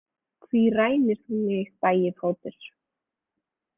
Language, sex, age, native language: Icelandic, female, 20-29, Icelandic